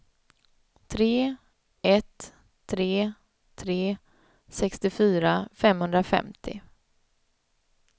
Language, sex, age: Swedish, female, 31